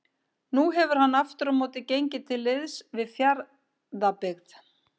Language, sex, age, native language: Icelandic, female, 50-59, Icelandic